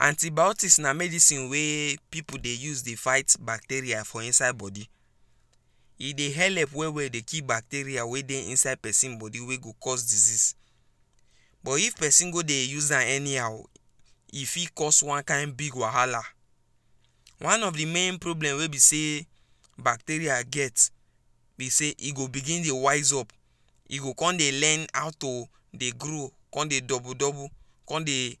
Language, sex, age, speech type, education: Nigerian Pidgin, female, 15-29, spontaneous, tertiary